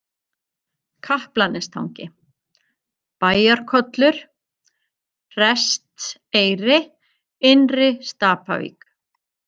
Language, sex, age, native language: Icelandic, female, 50-59, Icelandic